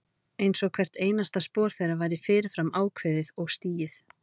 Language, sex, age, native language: Icelandic, female, 30-39, Icelandic